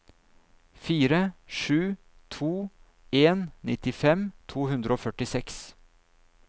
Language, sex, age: Norwegian, male, 39